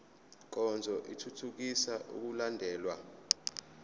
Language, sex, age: Zulu, male, 25